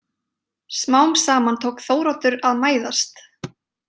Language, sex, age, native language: Icelandic, female, 30-39, Icelandic